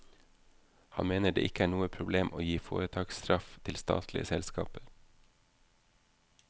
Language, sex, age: Norwegian, male, 32